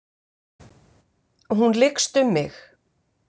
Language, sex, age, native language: Icelandic, female, 50-59, Icelandic